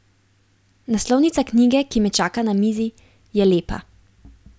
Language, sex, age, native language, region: Slovenian, female, 18-29, Slovenian, Gorenjska region